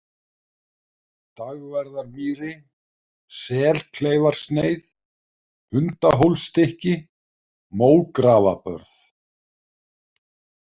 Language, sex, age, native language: Icelandic, male, 50-59, Icelandic